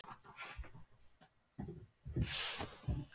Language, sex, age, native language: Icelandic, male, 12, Icelandic